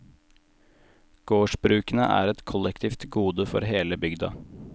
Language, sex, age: Norwegian, male, 18